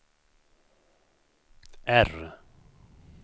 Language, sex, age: Swedish, male, 51